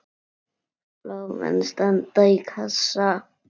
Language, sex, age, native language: Icelandic, female, 9, Icelandic